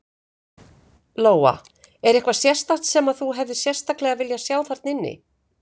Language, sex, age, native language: Icelandic, female, 50-59, Icelandic